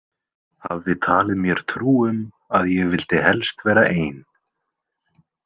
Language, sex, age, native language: Icelandic, male, 20-29, Icelandic